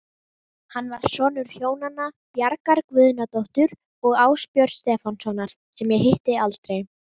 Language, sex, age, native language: Icelandic, female, 18-19, Icelandic